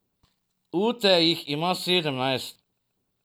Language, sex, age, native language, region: Slovenian, male, 50-59, Slovenian, Drava region